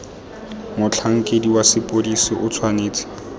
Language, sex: Tswana, male